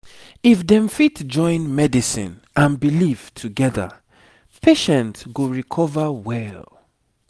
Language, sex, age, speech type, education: Nigerian Pidgin, male, 30-45, spontaneous, tertiary